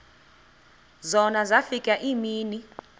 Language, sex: Xhosa, female